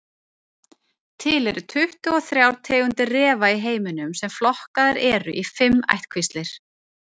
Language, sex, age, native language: Icelandic, female, 30-39, Icelandic